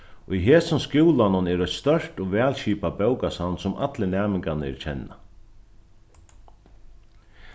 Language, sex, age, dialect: Faroese, male, 36-60, Norðurstreymoy/Eysturoy